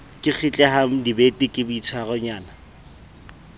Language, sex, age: Southern Sotho, male, 30